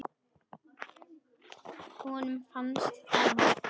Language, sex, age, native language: Icelandic, male, 10, Icelandic